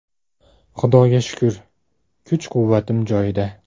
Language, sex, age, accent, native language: Uzbek, male, 19-29, Namangan, Uzbek